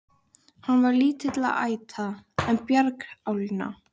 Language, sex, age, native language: Icelandic, female, 13, Icelandic